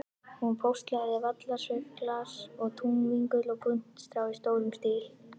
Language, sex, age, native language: Icelandic, female, 11, Icelandic